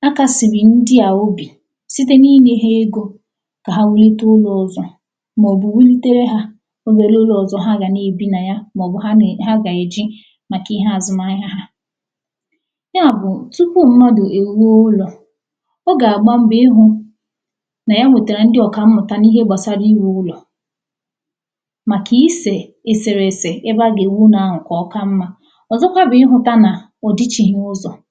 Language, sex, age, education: Igbo, female, 15-29, tertiary